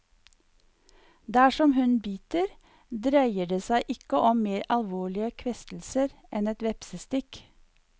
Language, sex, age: Norwegian, female, 54